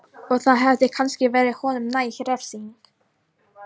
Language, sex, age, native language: Icelandic, female, 18-19, Polish